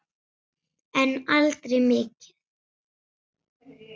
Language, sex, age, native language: Icelandic, female, 7, Icelandic